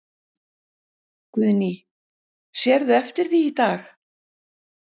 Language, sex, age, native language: Icelandic, female, 60-69, Icelandic